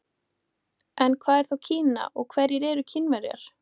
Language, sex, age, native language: Icelandic, female, 18-19, Icelandic